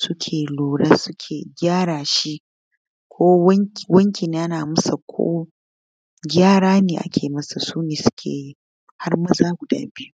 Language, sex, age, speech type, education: Hausa, female, 15-29, spontaneous, tertiary